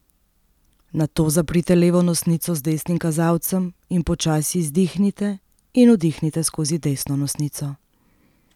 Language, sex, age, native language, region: Slovenian, female, 30-49, Slovenian, Central Slovenia